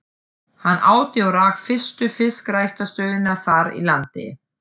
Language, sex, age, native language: Icelandic, female, 40-49, German